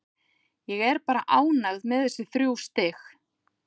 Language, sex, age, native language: Icelandic, female, 40-49, Icelandic